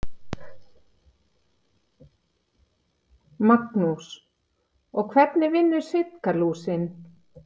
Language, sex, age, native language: Icelandic, female, 50-59, Icelandic